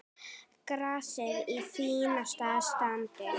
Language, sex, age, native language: Icelandic, female, 9, Icelandic